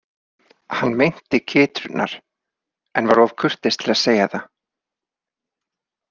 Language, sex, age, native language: Icelandic, male, 30-39, Icelandic